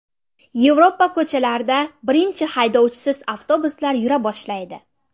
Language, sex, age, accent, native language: Uzbek, female, 18-24, Navoiy, Uzbek